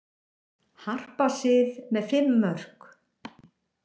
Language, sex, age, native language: Icelandic, female, 60-69, Icelandic